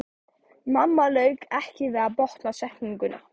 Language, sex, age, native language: Icelandic, male, 14, Polish